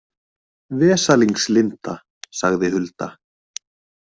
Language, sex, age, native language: Icelandic, male, 20-29, Icelandic